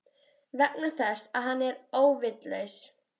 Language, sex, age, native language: Icelandic, female, 13, Icelandic